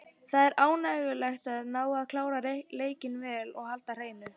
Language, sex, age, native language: Icelandic, female, 18-19, Icelandic